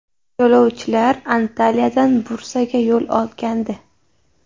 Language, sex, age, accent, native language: Uzbek, female, 19-29, Jizzax, Uzbek